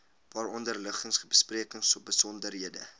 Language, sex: Afrikaans, male